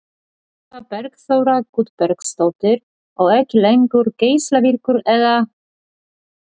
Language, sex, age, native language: Icelandic, female, 40-49, Polish